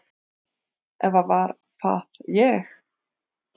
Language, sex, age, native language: Icelandic, female, 30-39, Icelandic